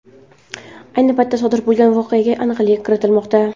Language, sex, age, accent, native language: Uzbek, female, under 19, Qashqadaryo, Uzbek